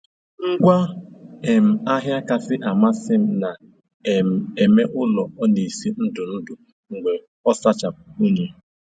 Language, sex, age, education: Igbo, male, 15-29, tertiary